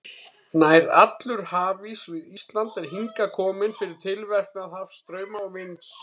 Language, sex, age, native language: Icelandic, male, 30-39, Icelandic